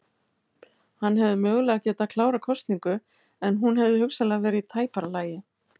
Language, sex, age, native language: Icelandic, female, 50-59, Icelandic